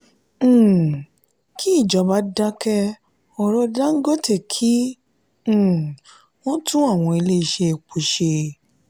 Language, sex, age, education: Yoruba, female, 30-45, tertiary